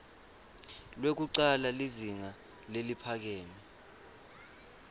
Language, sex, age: Swati, male, 23